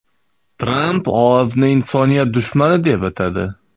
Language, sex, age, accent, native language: Uzbek, male, 25-34, Xorazm, Uzbek